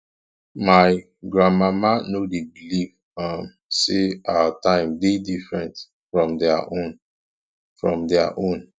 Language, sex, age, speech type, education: Nigerian Pidgin, male, 15-29, spontaneous, tertiary